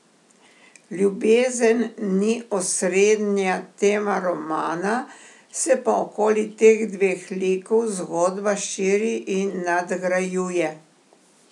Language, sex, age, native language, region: Slovenian, female, 60+, Slovenian, Primorsko-notranjska region